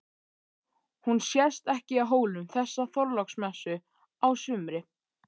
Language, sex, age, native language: Icelandic, male, 13, Icelandic